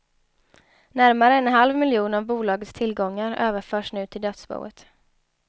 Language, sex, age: Swedish, female, 23